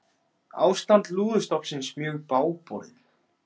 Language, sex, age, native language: Icelandic, male, 16, Icelandic